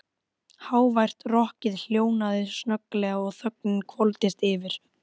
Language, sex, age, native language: Icelandic, female, 12, Icelandic